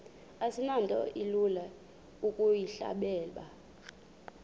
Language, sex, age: Xhosa, female, 26